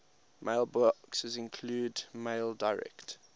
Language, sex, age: English, male, 21